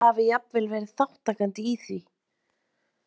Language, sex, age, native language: Icelandic, female, 30-39, Icelandic